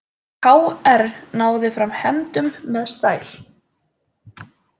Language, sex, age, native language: Icelandic, female, 20-29, Icelandic